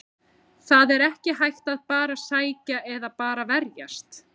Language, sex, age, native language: Icelandic, female, 30-39, Icelandic